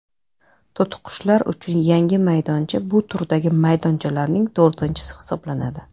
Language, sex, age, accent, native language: Uzbek, female, 30-39, Toshkent shahri, Uzbek